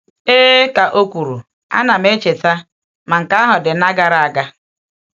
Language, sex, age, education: Igbo, female, 46-60, tertiary